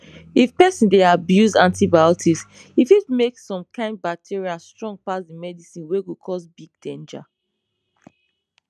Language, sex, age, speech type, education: Nigerian Pidgin, female, 15-29, spontaneous, tertiary